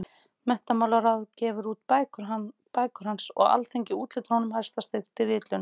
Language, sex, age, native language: Icelandic, female, 30-39, Icelandic